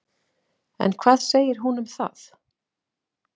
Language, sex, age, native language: Icelandic, female, 40-49, Icelandic